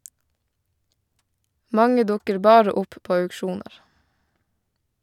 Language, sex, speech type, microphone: Norwegian, female, read, Shure